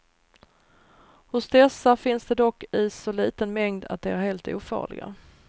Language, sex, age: Swedish, female, 39